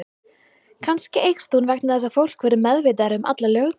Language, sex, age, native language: Icelandic, female, 20-29, Icelandic